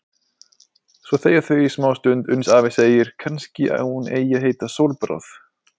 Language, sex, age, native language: Icelandic, male, 20-29, Icelandic